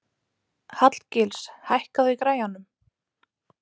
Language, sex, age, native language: Icelandic, female, 30-39, Icelandic